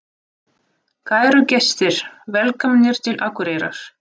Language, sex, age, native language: Icelandic, female, 30-39, Russian